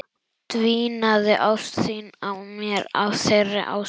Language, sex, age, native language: Icelandic, male, 11, Icelandic